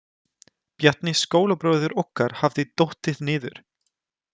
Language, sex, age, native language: Icelandic, male, 20-29, German